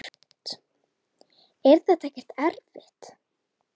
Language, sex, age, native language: Icelandic, female, 10, Icelandic